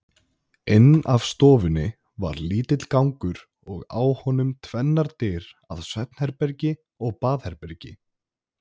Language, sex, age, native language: Icelandic, male, 20-29, Icelandic